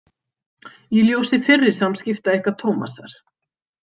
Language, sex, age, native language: Icelandic, female, 50-59, Icelandic